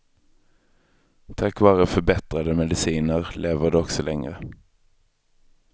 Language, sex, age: Swedish, male, 23